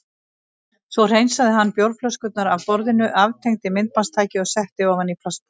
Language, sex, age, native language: Icelandic, female, 60-69, Icelandic